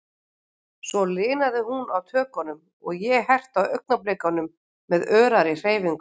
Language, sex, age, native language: Icelandic, female, 40-49, Icelandic